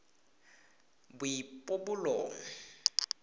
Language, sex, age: Tswana, male, 18